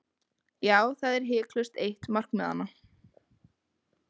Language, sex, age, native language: Icelandic, female, 20-29, Icelandic